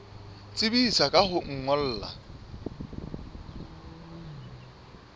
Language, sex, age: Southern Sotho, male, 24